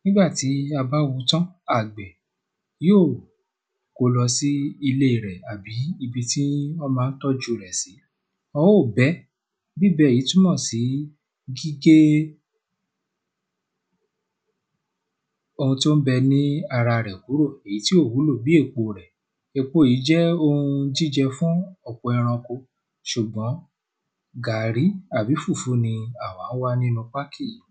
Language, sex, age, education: Yoruba, male, 15-29, tertiary